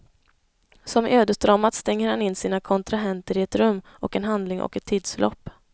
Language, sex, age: Swedish, female, 21